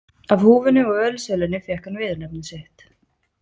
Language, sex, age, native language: Icelandic, female, 20-29, Icelandic